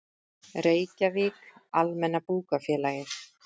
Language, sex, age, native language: Icelandic, female, 30-39, Icelandic